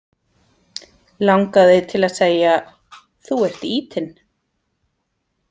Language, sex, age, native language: Icelandic, female, 40-49, Icelandic